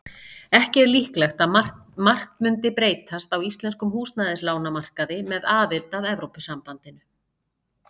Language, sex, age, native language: Icelandic, female, 50-59, Icelandic